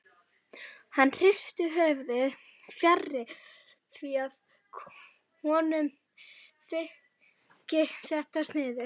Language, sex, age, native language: Icelandic, female, 11, Icelandic